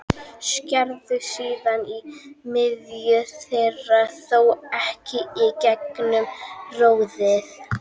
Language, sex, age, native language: Icelandic, female, 12, Icelandic